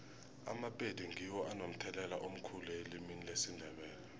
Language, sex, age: South Ndebele, male, 20